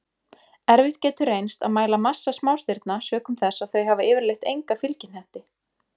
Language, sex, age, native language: Icelandic, female, 20-29, Icelandic